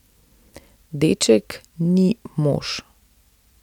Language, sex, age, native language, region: Slovenian, female, 30-49, Slovenian, Central Slovenia